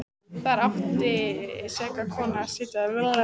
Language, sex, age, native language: Icelandic, female, 14, Icelandic